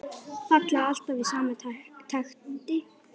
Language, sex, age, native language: Icelandic, male, 9, Icelandic